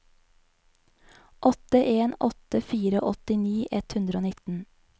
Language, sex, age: Norwegian, female, 20